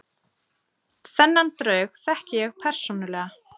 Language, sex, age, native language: Icelandic, female, 30-39, Icelandic